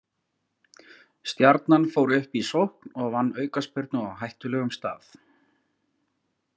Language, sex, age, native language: Icelandic, male, 40-49, Icelandic